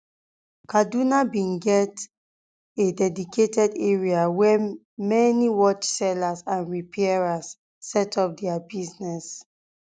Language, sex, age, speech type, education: Nigerian Pidgin, female, 15-29, spontaneous, tertiary